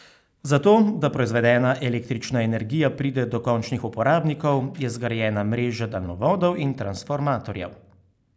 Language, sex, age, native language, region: Slovenian, male, 30-49, Slovenian, Carinthia region